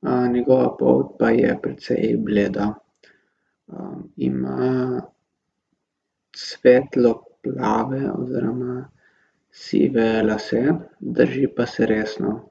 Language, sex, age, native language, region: Slovenian, male, 18-29, Slovenian, Gorica region